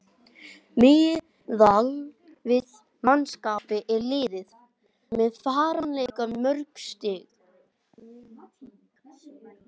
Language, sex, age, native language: Icelandic, male, 18-19, Icelandic